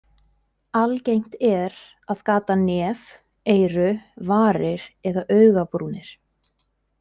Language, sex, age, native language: Icelandic, female, 20-29, Icelandic